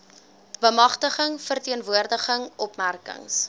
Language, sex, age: Afrikaans, female, 18